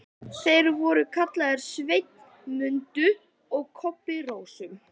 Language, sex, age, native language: Icelandic, female, 11, Icelandic